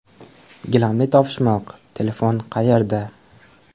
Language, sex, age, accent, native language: Uzbek, male, 18-24, Andijon, Uzbek